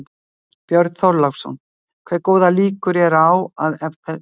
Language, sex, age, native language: Icelandic, female, 60-69, Icelandic